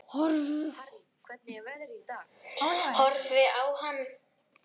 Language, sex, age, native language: Icelandic, female, 11, Icelandic